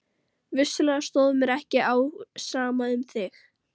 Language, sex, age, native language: Icelandic, female, 13, Icelandic